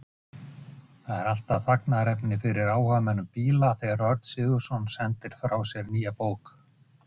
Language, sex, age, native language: Icelandic, male, 50-59, Icelandic